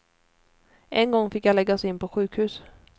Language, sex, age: Swedish, female, 29